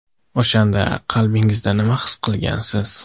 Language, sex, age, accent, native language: Uzbek, male, 18-24, Andijon, Uzbek